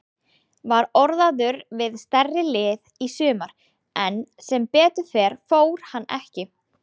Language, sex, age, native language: Icelandic, female, 20-29, Icelandic